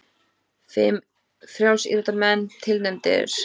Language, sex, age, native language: Icelandic, female, 30-39, Icelandic